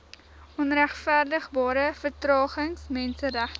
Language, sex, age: Afrikaans, female, 19